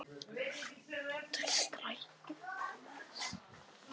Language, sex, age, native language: Icelandic, female, 11, Icelandic